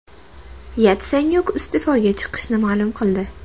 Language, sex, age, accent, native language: Uzbek, female, 19-29, Toshkent shahri, Uzbek